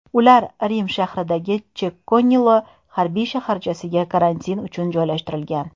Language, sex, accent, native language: Uzbek, female, Toshkent shahri, Uzbek